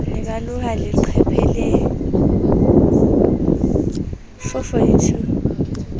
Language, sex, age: Southern Sotho, female, 20